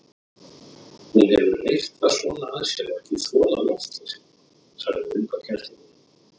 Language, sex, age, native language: Icelandic, male, 30-39, Icelandic